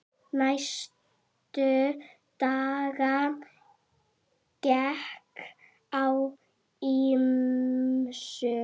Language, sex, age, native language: Icelandic, female, 8, Icelandic